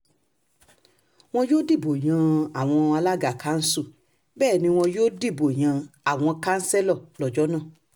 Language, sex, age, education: Yoruba, female, 30-45, tertiary